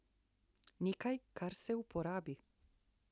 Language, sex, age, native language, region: Slovenian, female, 60+, Slovenian, Central Slovenia